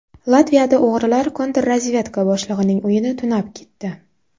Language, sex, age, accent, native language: Uzbek, female, 19-29, Navoiy, Uzbek